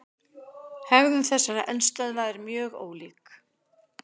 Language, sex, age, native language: Icelandic, female, 60-69, Icelandic